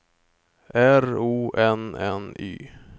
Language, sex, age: Swedish, male, 25